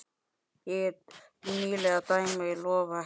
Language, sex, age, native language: Icelandic, male, 10, Icelandic